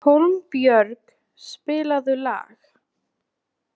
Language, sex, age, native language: Icelandic, female, 20-29, Icelandic